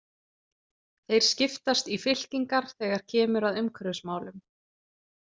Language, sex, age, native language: Icelandic, female, 20-29, Icelandic